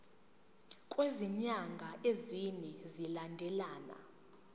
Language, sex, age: Zulu, female, 19